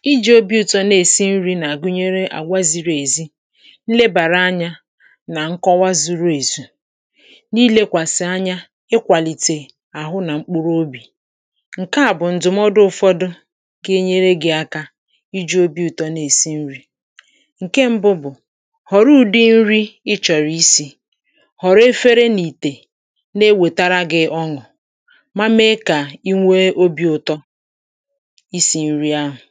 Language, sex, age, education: Igbo, male, 30-45, tertiary